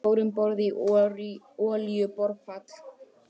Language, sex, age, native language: Icelandic, female, 18-19, Icelandic